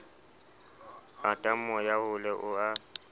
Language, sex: Southern Sotho, male